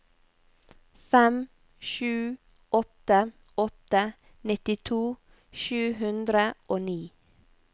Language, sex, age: Norwegian, female, 28